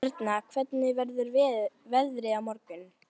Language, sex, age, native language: Icelandic, female, 11, Icelandic